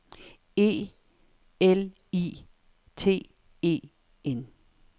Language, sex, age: Danish, female, 58